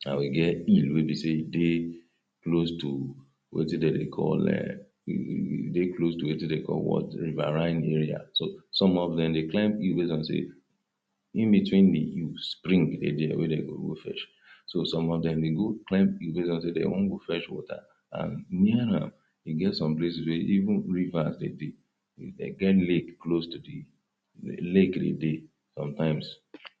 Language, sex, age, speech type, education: Nigerian Pidgin, male, 30-45, spontaneous, tertiary